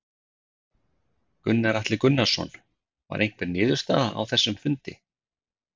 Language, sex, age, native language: Icelandic, male, 50-59, Icelandic